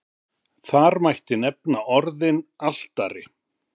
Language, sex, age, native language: Icelandic, male, 50-59, Icelandic